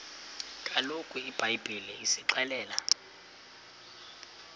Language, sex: Xhosa, male